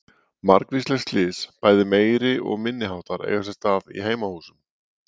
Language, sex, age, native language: Icelandic, male, 40-49, Icelandic